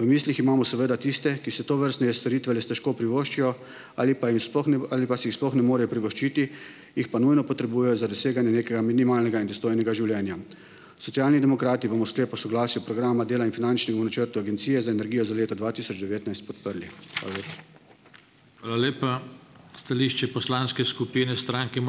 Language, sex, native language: Slovenian, male, Slovenian